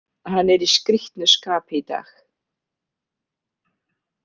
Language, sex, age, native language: Icelandic, female, 50-59, Icelandic